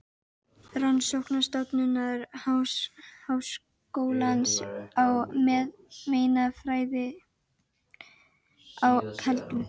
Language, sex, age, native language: Icelandic, female, 12, Icelandic